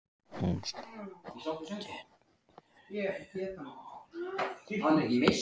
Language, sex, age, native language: Icelandic, male, 14, Icelandic